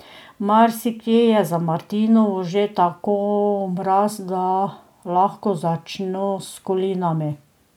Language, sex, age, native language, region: Slovenian, female, 50-59, Slovenian, Drava region